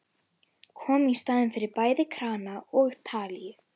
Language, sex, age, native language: Icelandic, female, 11, Icelandic